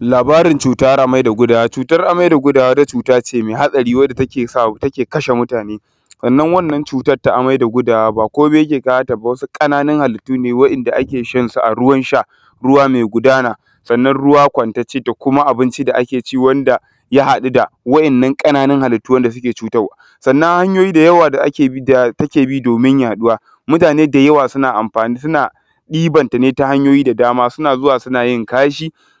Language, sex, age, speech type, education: Hausa, male, 15-29, spontaneous, tertiary